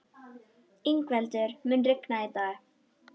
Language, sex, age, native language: Icelandic, female, 12, Icelandic